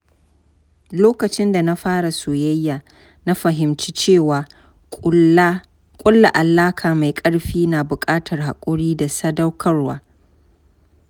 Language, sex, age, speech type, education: Hausa, female, 30-45, spontaneous, tertiary